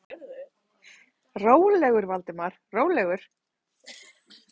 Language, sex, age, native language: Icelandic, female, 30-39, Icelandic